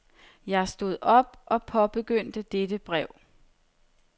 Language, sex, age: Danish, female, 30